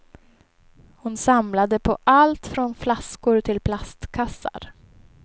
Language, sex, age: Swedish, female, 23